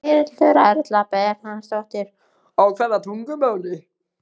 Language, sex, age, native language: Icelandic, male, 15, Icelandic